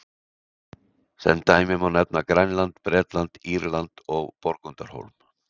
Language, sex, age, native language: Icelandic, male, 60-69, Icelandic